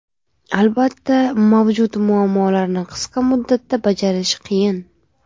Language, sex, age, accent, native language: Uzbek, female, 18-24, Navoiy, Uzbek